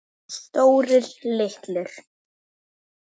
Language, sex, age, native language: Icelandic, male, 8, Icelandic